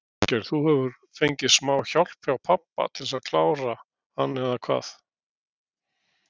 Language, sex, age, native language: Icelandic, male, 60-69, Icelandic